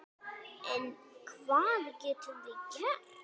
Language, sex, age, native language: Icelandic, female, 9, Icelandic